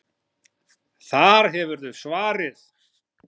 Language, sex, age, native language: Icelandic, female, 9, Icelandic